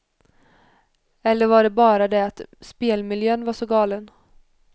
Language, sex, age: Swedish, female, 21